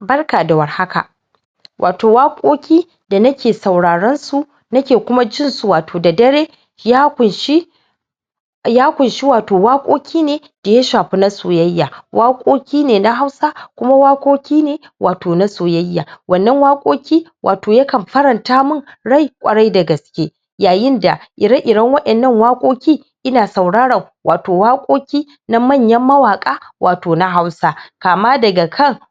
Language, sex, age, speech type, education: Hausa, female, 46-60, spontaneous, tertiary